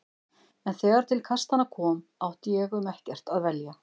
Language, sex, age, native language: Icelandic, female, 50-59, Icelandic